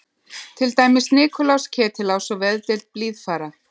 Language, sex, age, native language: Icelandic, female, 30-39, Icelandic